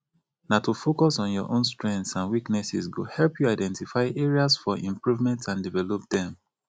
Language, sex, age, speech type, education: Nigerian Pidgin, male, 30-45, spontaneous, tertiary